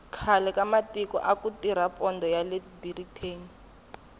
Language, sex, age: Tsonga, female, 21